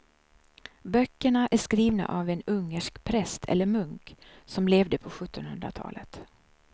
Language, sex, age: Swedish, female, 63